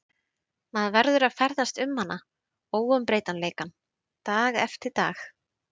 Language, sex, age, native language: Icelandic, female, 30-39, Icelandic